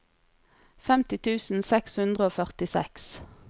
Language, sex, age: Norwegian, female, 40